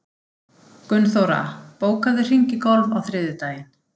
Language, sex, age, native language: Icelandic, female, 50-59, Icelandic